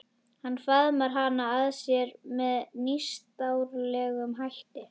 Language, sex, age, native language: Icelandic, female, 11, Icelandic